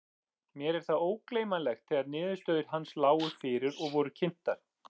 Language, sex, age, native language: Icelandic, male, 40-49, Icelandic